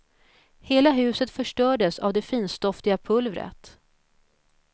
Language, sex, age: Swedish, female, 41